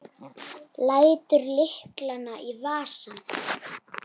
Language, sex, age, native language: Icelandic, female, 7, Icelandic